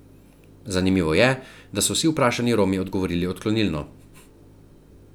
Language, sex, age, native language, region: Slovenian, male, 30-49, Slovenian, Central Slovenia